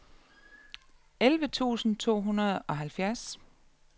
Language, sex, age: Danish, female, 34